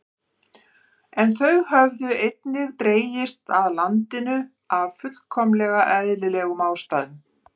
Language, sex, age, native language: Icelandic, female, 50-59, Icelandic